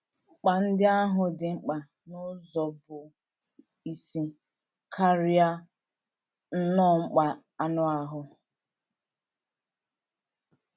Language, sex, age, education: Igbo, female, 15-29, tertiary